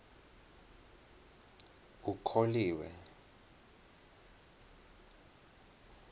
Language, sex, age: South Ndebele, male, 19